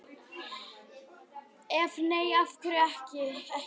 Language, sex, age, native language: Icelandic, female, 9, Icelandic